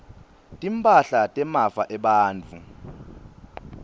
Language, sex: Swati, male